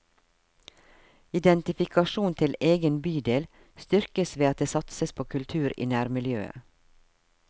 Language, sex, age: Norwegian, female, 52